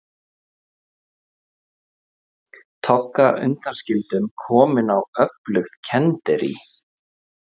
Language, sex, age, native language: Icelandic, male, 30-39, Icelandic